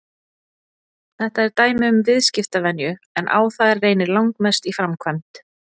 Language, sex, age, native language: Icelandic, female, 40-49, Icelandic